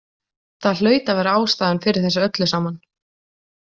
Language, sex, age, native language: Icelandic, female, 20-29, Icelandic